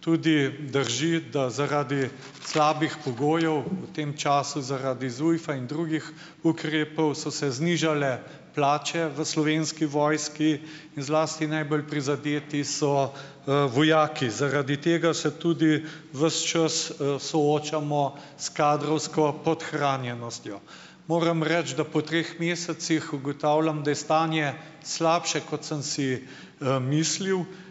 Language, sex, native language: Slovenian, male, Slovenian